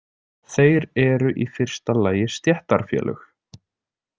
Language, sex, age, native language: Icelandic, male, 20-29, Icelandic